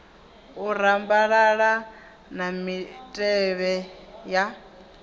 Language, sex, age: Venda, female, 19